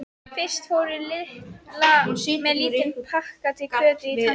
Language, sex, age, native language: Icelandic, female, 13, Icelandic